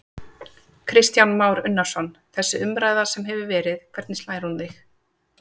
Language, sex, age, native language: Icelandic, female, 30-39, Icelandic